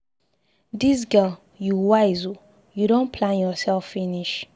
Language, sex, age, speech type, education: Nigerian Pidgin, female, 15-29, read, secondary